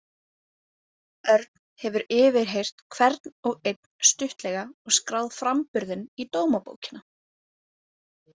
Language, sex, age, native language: Icelandic, female, 18-19, Icelandic